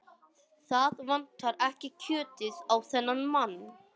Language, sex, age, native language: Icelandic, male, 18-19, English